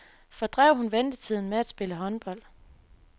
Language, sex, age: Danish, female, 24